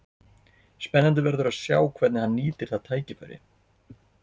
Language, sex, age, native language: Icelandic, male, 40-49, Icelandic